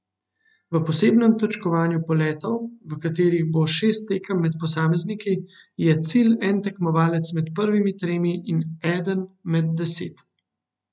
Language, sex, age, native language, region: Slovenian, male, 18-29, Slovenian, Central Slovenia